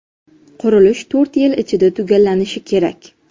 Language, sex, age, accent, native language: Uzbek, female, 12-17, Jizzax, Uzbek